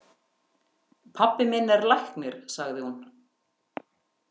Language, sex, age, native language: Icelandic, female, 50-59, Icelandic